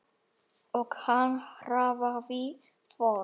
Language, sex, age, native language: Icelandic, male, 9, Icelandic